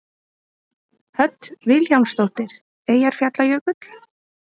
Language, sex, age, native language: Icelandic, female, 30-39, Icelandic